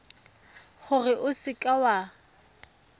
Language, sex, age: Tswana, female, 18